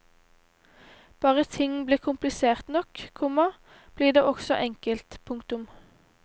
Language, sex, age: Norwegian, female, 18